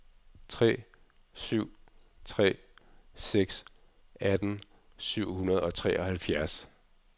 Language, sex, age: Danish, male, 46